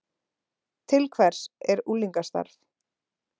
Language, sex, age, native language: Icelandic, female, 30-39, Icelandic